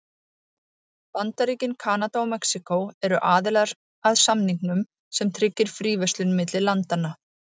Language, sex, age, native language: Icelandic, female, 40-49, Icelandic